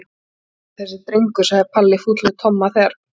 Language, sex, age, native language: Icelandic, female, 40-49, Icelandic